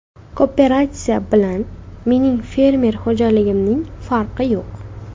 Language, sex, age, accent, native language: Uzbek, female, 18-24, Farg'ona, Uzbek